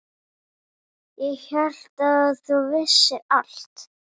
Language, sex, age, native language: Icelandic, female, 11, Icelandic